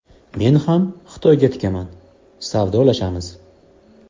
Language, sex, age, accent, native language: Uzbek, male, 18-24, Surxondaryo, Uzbek